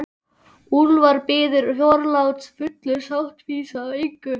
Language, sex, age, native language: Icelandic, male, 12, Icelandic